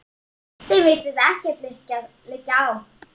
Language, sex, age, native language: Icelandic, female, 7, Icelandic